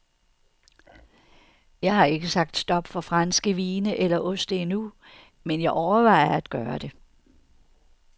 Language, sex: Danish, female